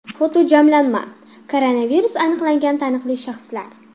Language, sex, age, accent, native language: Uzbek, female, under 19, Farg'ona, Uzbek